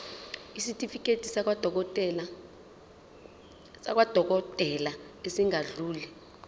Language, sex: Zulu, female